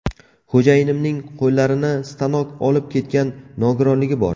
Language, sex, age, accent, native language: Uzbek, male, 18-24, Navoiy, Uzbek